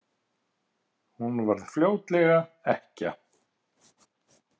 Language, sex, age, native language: Icelandic, male, 50-59, Icelandic